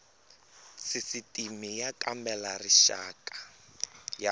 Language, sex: Tsonga, male